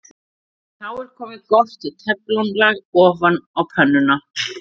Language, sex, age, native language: Icelandic, female, 40-49, Icelandic